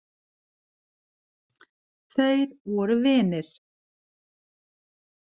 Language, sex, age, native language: Icelandic, female, 50-59, Icelandic